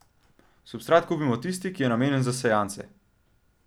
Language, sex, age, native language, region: Slovenian, male, 12-17, Slovenian, Central Slovenia